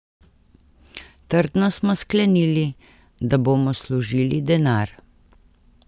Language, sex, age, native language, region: Slovenian, female, 50-59, Slovenian, Central Slovenia